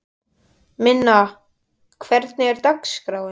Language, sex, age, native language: Icelandic, male, 12, Icelandic